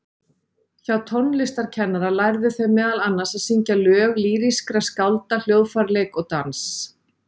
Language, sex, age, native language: Icelandic, female, 40-49, Icelandic